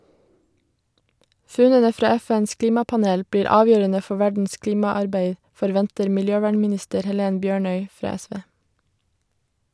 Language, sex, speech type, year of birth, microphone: Norwegian, female, read, 1991, Shure